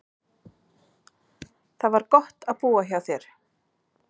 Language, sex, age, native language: Icelandic, female, 40-49, Icelandic